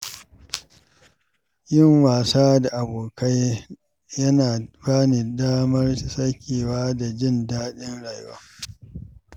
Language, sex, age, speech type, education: Hausa, male, 46-60, read, secondary